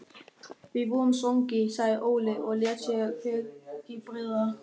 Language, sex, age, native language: Icelandic, male, 13, German